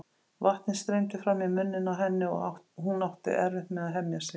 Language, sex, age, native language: Icelandic, female, 50-59, Icelandic